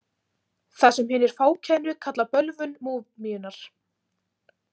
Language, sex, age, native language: Icelandic, female, 18-19, Icelandic